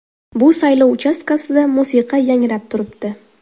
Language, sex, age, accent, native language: Uzbek, female, 12-17, Toshkent shahri, Uzbek